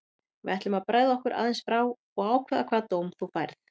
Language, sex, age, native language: Icelandic, female, 30-39, Icelandic